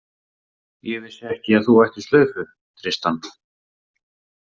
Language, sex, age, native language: Icelandic, male, 30-39, Icelandic